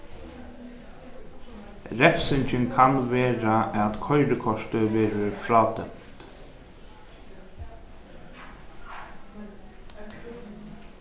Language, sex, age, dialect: Faroese, male, 15-35, Norðuroyggjar